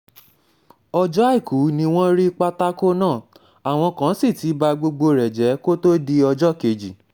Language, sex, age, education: Yoruba, male, 15-29, tertiary